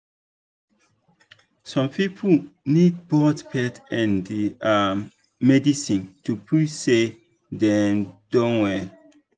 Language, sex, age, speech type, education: Nigerian Pidgin, male, 15-29, spontaneous, tertiary